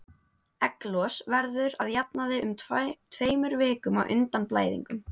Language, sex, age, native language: Icelandic, female, 18-19, Icelandic